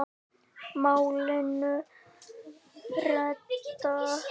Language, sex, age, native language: Icelandic, female, 9, Icelandic